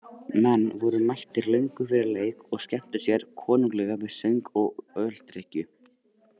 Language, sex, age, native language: Icelandic, male, 18-19, Icelandic